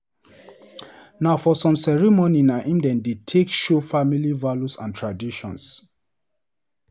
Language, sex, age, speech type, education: Nigerian Pidgin, male, 30-45, read, tertiary